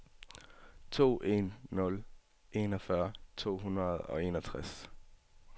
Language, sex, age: Danish, male, 18